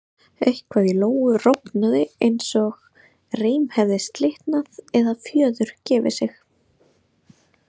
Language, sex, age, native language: Icelandic, female, 30-39, Icelandic